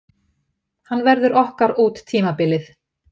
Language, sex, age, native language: Icelandic, female, 50-59, Icelandic